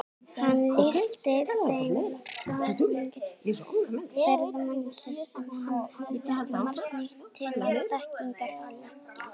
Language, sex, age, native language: Icelandic, female, 18-19, Icelandic